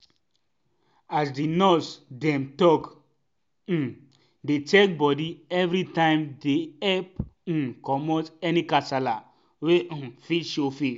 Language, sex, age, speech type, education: Nigerian Pidgin, male, 15-29, spontaneous, tertiary